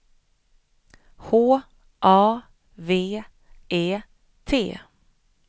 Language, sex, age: Swedish, female, 25